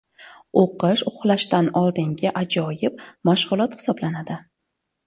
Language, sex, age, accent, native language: Uzbek, female, 25-34, Surxondaryo, Uzbek